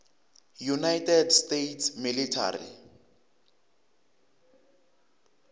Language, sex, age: Tsonga, male, 23